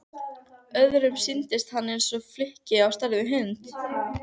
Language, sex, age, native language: Icelandic, female, 15, Icelandic